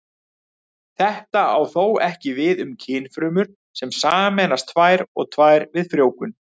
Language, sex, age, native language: Icelandic, male, 30-39, Icelandic